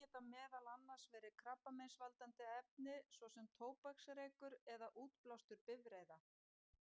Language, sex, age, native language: Icelandic, female, 50-59, Icelandic